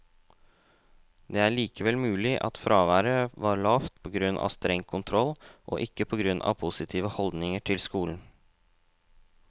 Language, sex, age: Norwegian, male, 18